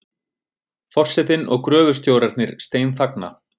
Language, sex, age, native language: Icelandic, male, 30-39, Icelandic